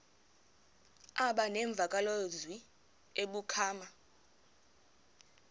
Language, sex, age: Xhosa, female, 23